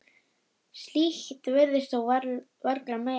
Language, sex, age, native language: Icelandic, female, 9, Icelandic